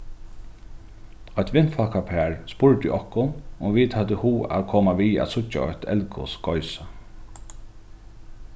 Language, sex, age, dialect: Faroese, male, 36-60, Norðuroyggjar